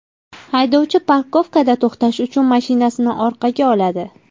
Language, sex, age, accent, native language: Uzbek, female, 19-29, Farg'ona, Uzbek